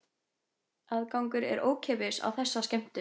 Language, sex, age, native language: Icelandic, female, 20-29, Icelandic